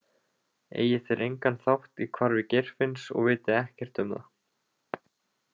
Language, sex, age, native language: Icelandic, male, 20-29, Icelandic